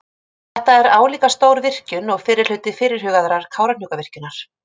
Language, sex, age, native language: Icelandic, female, 30-39, Icelandic